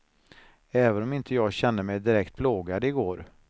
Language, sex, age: Swedish, male, 49